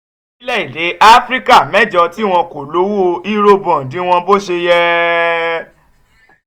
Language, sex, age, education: Yoruba, male, 30-45, tertiary